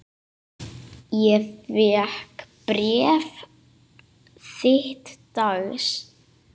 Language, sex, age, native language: Icelandic, male, 8, Icelandic